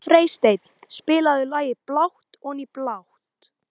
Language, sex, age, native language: Icelandic, female, 18-19, Icelandic